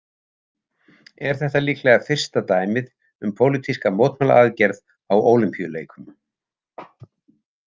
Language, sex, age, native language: Icelandic, male, 70-79, Icelandic